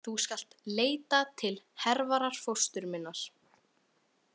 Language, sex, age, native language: Icelandic, female, 18-19, Icelandic